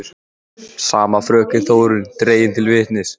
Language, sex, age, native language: Icelandic, male, 14, Icelandic